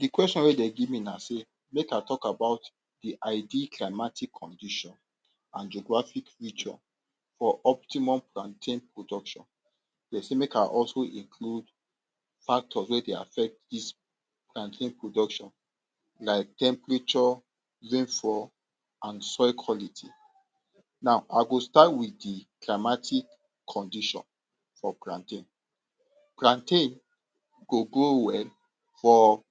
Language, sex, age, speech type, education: Nigerian Pidgin, male, 46-60, spontaneous, tertiary